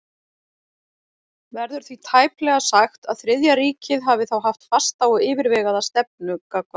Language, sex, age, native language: Icelandic, female, 40-49, Icelandic